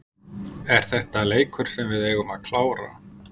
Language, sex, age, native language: Icelandic, male, 50-59, Icelandic